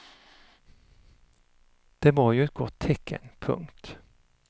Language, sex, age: Swedish, male, 59